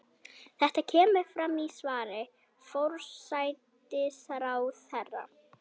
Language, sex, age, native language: Icelandic, female, 18-19, Icelandic